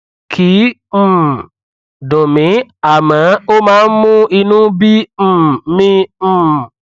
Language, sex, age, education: Yoruba, male, 15-29, tertiary